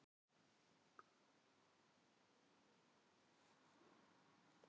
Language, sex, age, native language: Icelandic, female, 40-49, Filipino